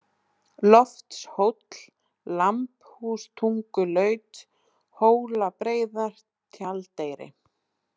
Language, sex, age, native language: Icelandic, female, 20-29, Icelandic